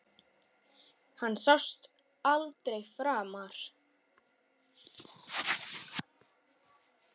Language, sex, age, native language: Icelandic, male, 6, Icelandic